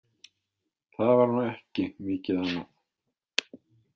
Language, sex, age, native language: Icelandic, male, 50-59, Icelandic